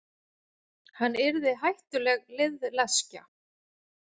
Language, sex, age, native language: Icelandic, female, 40-49, Icelandic